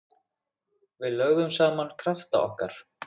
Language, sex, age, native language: Icelandic, female, 6, Icelandic